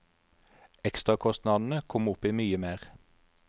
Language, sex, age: Norwegian, male, 43